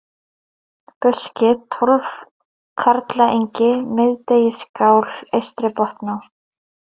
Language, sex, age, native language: Icelandic, female, 30-39, Icelandic